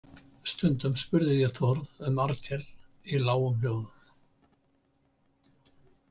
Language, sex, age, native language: Icelandic, male, 70-79, Icelandic